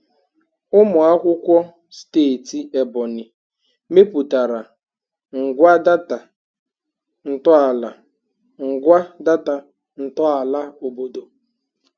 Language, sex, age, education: Igbo, male, 15-29, tertiary